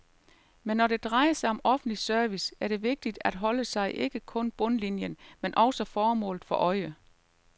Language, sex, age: Danish, female, 38